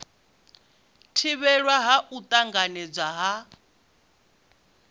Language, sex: Venda, female